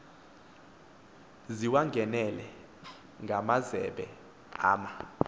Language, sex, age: Xhosa, male, 24